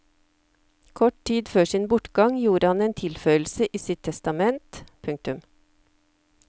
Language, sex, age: Norwegian, female, 54